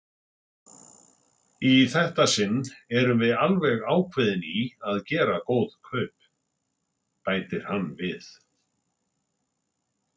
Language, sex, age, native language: Icelandic, male, 60-69, Icelandic